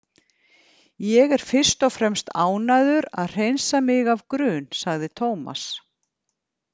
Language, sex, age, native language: Icelandic, female, 50-59, Icelandic